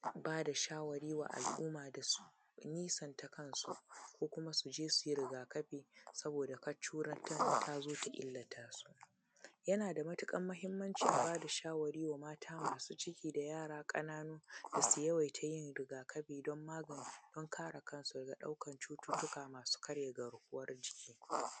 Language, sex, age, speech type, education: Hausa, female, 15-29, spontaneous, secondary